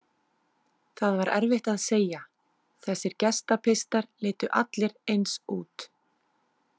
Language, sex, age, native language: Icelandic, female, 30-39, Icelandic